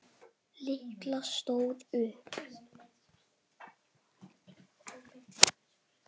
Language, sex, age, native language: Icelandic, male, 10, Icelandic